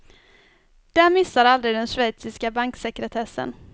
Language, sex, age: Swedish, female, 24